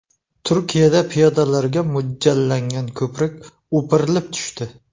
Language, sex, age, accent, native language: Uzbek, male, 35+, Navoiy, Uzbek